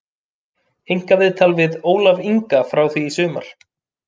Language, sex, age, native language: Icelandic, male, 30-39, Icelandic